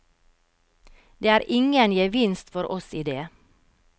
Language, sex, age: Norwegian, female, 52